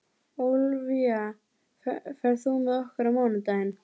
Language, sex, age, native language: Icelandic, female, 12, Icelandic